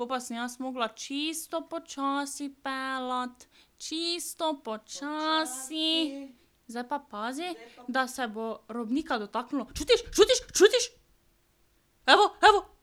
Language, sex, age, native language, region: Slovenian, female, 12-17, Slovenian, Drava region